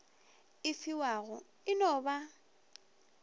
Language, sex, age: Northern Sotho, female, 23